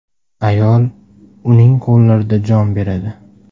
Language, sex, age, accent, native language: Uzbek, male, 19-29, Namangan, Uzbek